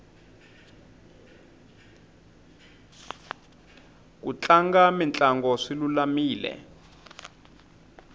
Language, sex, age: Tsonga, male, 25